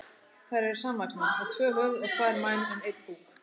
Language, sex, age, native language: Icelandic, female, 30-39, Icelandic